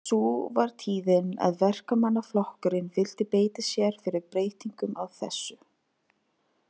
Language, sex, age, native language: Icelandic, female, 30-39, Filipino